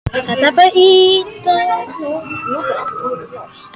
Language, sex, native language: Icelandic, other, Icelandic